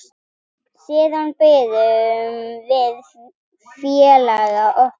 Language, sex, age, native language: Icelandic, female, 10, Icelandic